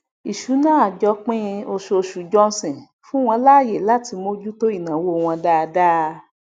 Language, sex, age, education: Yoruba, female, 46-60, tertiary